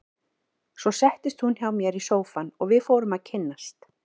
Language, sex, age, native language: Icelandic, female, 40-49, Icelandic